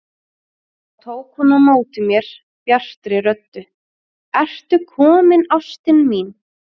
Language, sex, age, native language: Icelandic, female, 30-39, Icelandic